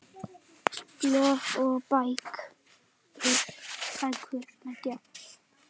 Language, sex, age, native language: Icelandic, male, 8, Icelandic